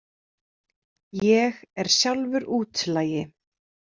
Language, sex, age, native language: Icelandic, female, 30-39, Icelandic